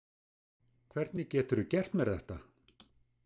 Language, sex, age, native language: Icelandic, male, 60-69, Icelandic